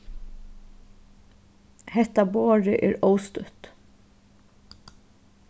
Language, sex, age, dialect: Faroese, female, 36-60, Suðuroy